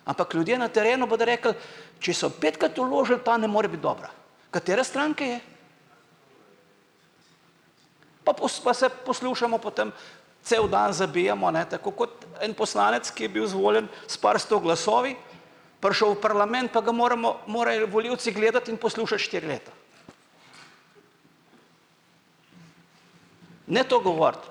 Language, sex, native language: Slovenian, male, Slovenian